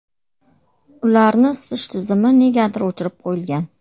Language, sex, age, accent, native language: Uzbek, female, 35+, Farg'ona, Uzbek